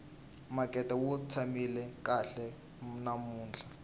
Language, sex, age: Tsonga, male, 19